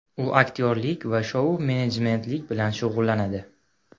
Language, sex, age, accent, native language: Uzbek, male, 18-24, Andijon, Uzbek